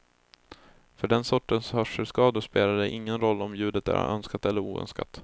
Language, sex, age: Swedish, male, 20